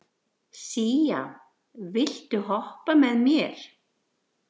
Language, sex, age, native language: Icelandic, female, 60-69, Icelandic